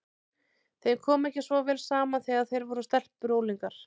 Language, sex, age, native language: Icelandic, female, 30-39, Icelandic